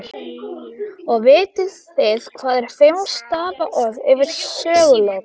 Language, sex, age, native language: Icelandic, female, 13, Icelandic